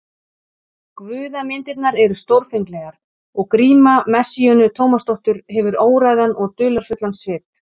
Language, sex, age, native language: Icelandic, male, 40-49, Icelandic